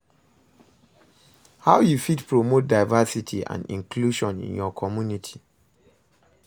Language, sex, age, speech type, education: Nigerian Pidgin, male, 30-45, read, secondary